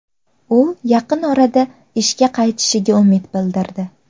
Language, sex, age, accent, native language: Uzbek, female, 18-24, Farg'ona, Uzbek